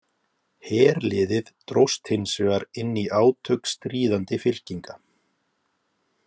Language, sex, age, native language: Icelandic, male, 30-39, Icelandic